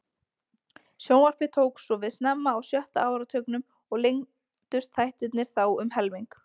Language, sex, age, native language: Icelandic, female, 20-29, Icelandic